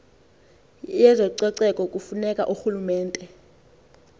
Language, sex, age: Xhosa, female, 20